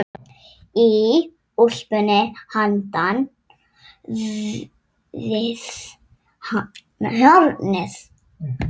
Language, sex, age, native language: Icelandic, female, 6, Icelandic